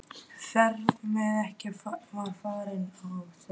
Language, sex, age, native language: Icelandic, male, 12, Icelandic